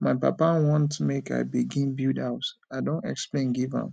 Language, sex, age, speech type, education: Nigerian Pidgin, male, 15-29, spontaneous, tertiary